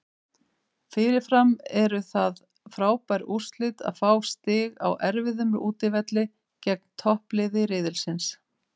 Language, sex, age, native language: Icelandic, female, 50-59, Icelandic